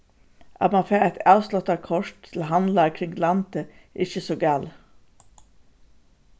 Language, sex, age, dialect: Faroese, female, 36-60, Suðurstreymoy